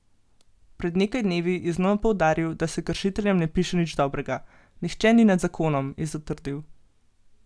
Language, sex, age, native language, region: Slovenian, female, 18-29, Slovenian, Gorenjska region